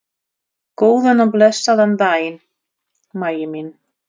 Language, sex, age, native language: Icelandic, female, 30-39, Russian